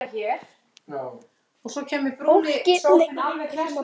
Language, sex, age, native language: Icelandic, male, 8, Icelandic